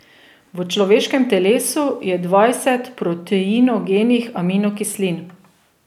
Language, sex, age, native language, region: Slovenian, female, 30-49, Slovenian, Drava region